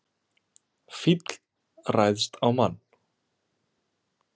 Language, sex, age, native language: Icelandic, male, 20-29, Icelandic